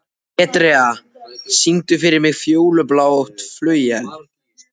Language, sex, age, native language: Icelandic, male, 14, Icelandic